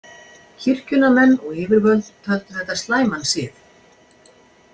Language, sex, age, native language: Icelandic, female, 60-69, Icelandic